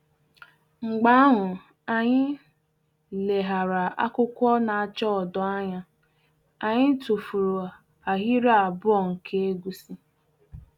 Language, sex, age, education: Igbo, female, 15-29, tertiary